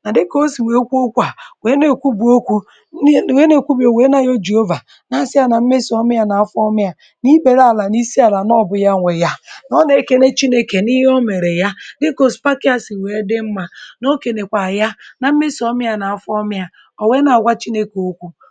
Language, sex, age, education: Igbo, male, 30-45, tertiary